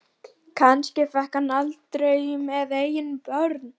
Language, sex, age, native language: Icelandic, female, 12, Icelandic